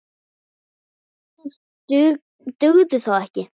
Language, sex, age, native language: Icelandic, female, 9, Icelandic